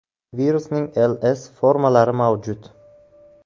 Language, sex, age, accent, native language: Uzbek, male, 18-24, Buxoro, Uzbek